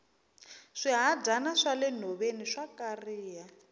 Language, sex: Tsonga, female